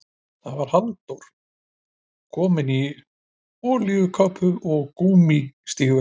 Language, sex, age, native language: Icelandic, male, 50-59, Icelandic